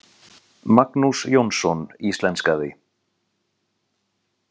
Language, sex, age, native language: Icelandic, male, 40-49, Icelandic